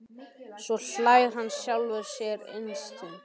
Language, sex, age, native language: Icelandic, male, 13, Icelandic